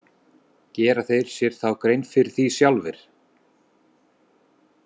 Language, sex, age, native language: Icelandic, male, 50-59, Icelandic